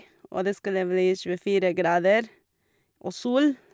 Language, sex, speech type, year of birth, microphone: Norwegian, female, spontaneous, 1984, Shure